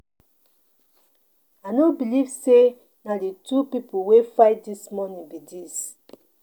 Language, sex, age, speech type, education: Nigerian Pidgin, female, 30-45, spontaneous, tertiary